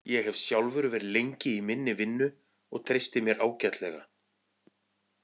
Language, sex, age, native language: Icelandic, male, 40-49, Icelandic